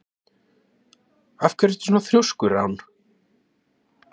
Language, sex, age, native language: Icelandic, male, 30-39, Icelandic